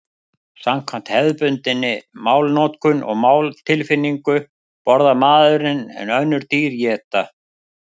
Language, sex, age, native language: Icelandic, male, 50-59, Icelandic